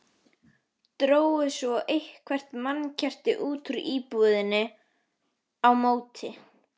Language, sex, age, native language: Icelandic, female, 12, Icelandic